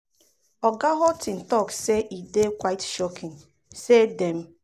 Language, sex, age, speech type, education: Nigerian Pidgin, female, 30-45, spontaneous, tertiary